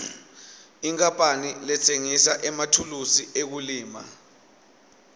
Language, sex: Swati, male